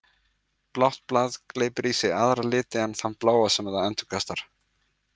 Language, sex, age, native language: Icelandic, male, 20-29, Icelandic